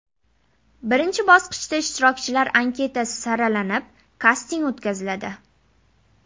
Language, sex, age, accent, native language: Uzbek, female, 18-24, Namangan, Uzbek